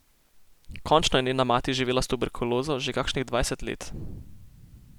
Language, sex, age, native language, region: Slovenian, male, 18-29, Slovenian, Posavska region